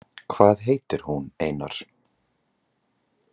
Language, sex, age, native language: Icelandic, male, 20-29, Icelandic